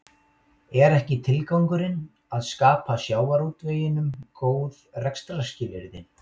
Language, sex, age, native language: Icelandic, male, 18-19, Icelandic